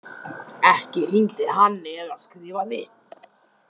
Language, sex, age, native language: Icelandic, male, 18-19, Icelandic